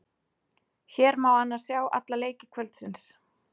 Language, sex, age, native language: Icelandic, female, 30-39, Icelandic